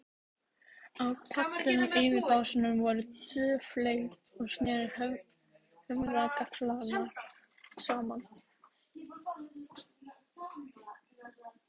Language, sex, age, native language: Icelandic, female, 18-19, Icelandic